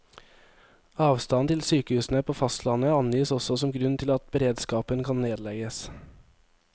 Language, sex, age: Norwegian, male, 23